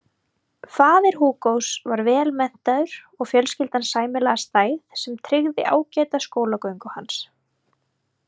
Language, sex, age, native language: Icelandic, female, 30-39, Icelandic